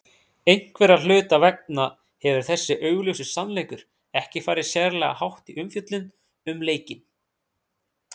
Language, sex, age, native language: Icelandic, male, 30-39, Icelandic